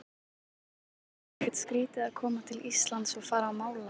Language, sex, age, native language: Icelandic, female, 18-19, Icelandic